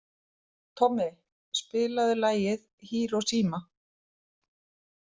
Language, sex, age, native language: Icelandic, female, 30-39, Icelandic